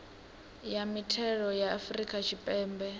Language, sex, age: Venda, female, 18